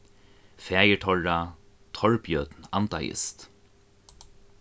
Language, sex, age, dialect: Faroese, male, 15-35, Norðuroyggjar